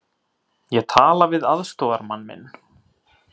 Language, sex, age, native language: Icelandic, male, 30-39, Icelandic